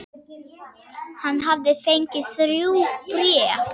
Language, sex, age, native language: Icelandic, female, 8, Icelandic